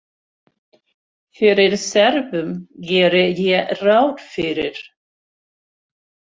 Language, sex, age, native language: Icelandic, female, 60-69, Swedish